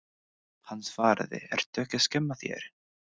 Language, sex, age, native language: Icelandic, male, 20-29, English